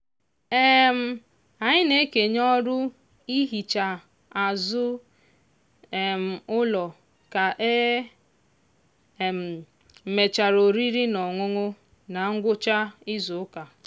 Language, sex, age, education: Igbo, female, 15-29, tertiary